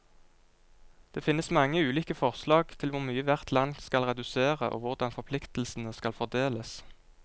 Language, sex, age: Norwegian, male, 22